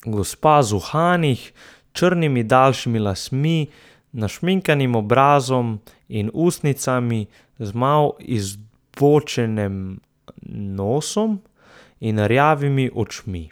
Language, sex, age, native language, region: Slovenian, male, 18-29, Slovenian, Southeast Slovenia